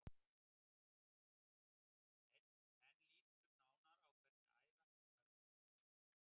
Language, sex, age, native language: Icelandic, male, 60-69, Icelandic